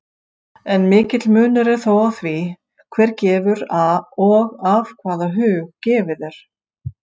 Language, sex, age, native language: Icelandic, female, 50-59, Icelandic